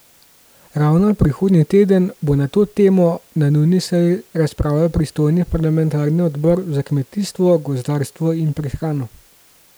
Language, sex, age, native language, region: Slovenian, male, 18-29, Slovenian, Gorenjska region